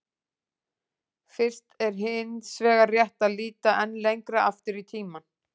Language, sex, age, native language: Icelandic, female, 40-49, Icelandic